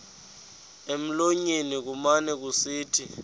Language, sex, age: Xhosa, male, 23